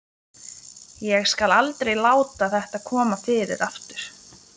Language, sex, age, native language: Icelandic, female, 20-29, Lithuanian